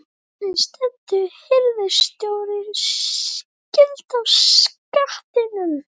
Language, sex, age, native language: Icelandic, female, 11, Icelandic